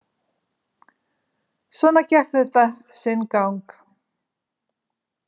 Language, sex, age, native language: Icelandic, female, 70-79, Icelandic